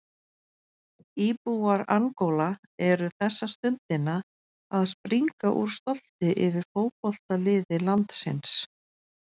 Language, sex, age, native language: Icelandic, female, 40-49, Icelandic